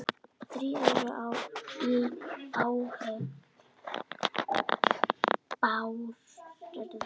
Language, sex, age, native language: Icelandic, female, 9, Icelandic